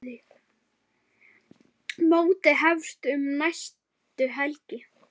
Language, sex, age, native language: Icelandic, male, 7, Icelandic